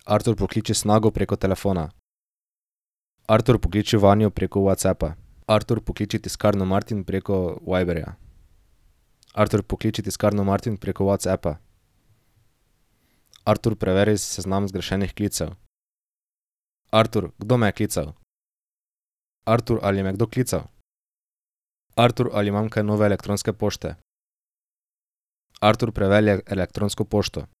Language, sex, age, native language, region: Slovenian, male, 18-29, Slovenian, Drava region